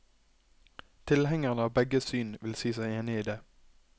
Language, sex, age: Norwegian, male, 21